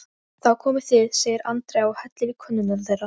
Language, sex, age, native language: Icelandic, female, 13, Icelandic